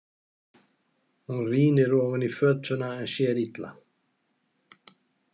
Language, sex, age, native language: Icelandic, male, 70-79, Icelandic